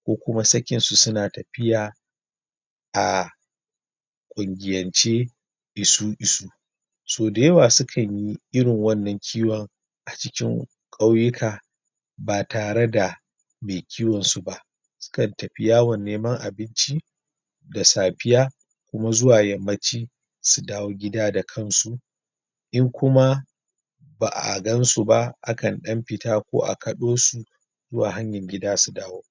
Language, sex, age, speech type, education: Hausa, male, 30-45, spontaneous, primary